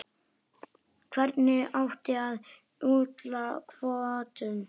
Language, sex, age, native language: Icelandic, male, 9, Icelandic